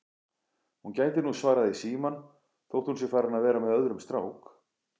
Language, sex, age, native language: Icelandic, male, 40-49, Icelandic